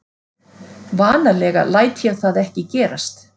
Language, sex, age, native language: Icelandic, female, 40-49, Icelandic